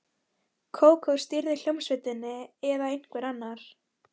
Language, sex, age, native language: Icelandic, female, 13, Icelandic